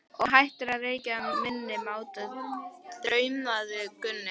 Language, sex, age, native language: Icelandic, female, 12, Icelandic